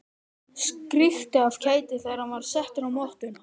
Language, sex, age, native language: Icelandic, male, 11, Icelandic